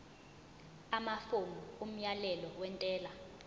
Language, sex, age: Zulu, female, 20